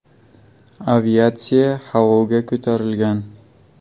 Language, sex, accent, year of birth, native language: Uzbek, male, Buxoro, 2002, Uzbek